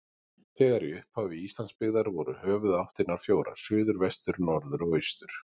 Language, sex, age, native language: Icelandic, male, 40-49, Icelandic